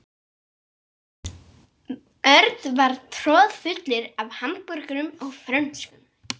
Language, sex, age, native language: Icelandic, female, 15, Icelandic